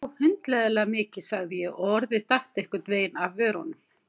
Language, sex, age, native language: Icelandic, female, 50-59, Icelandic